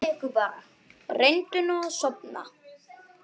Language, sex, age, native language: Icelandic, male, 9, Icelandic